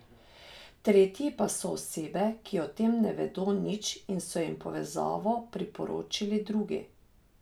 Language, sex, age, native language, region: Slovenian, female, 30-49, Slovenian, Drava region